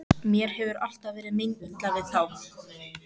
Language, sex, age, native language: Icelandic, female, 14, Icelandic